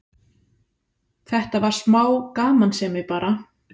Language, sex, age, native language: Icelandic, female, 30-39, Icelandic